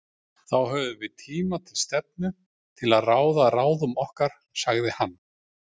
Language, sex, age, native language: Icelandic, male, 40-49, Icelandic